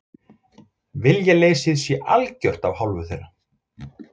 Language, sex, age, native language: Icelandic, male, 40-49, Icelandic